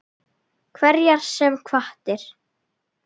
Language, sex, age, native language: Icelandic, female, 9, Icelandic